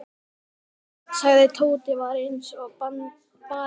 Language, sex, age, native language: Icelandic, male, 12, Icelandic